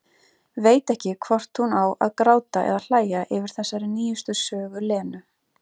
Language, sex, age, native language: Icelandic, female, 30-39, Icelandic